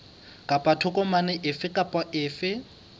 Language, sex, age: Southern Sotho, male, 22